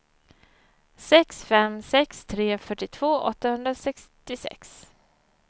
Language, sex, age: Swedish, female, 34